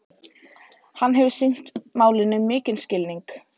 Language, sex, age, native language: Icelandic, female, 18-19, Icelandic